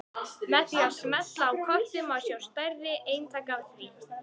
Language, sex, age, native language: Icelandic, female, 18-19, Icelandic